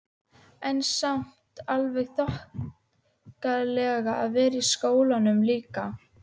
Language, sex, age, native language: Icelandic, female, 12, Icelandic